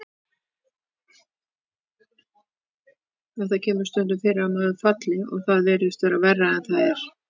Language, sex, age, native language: Icelandic, female, 50-59, Icelandic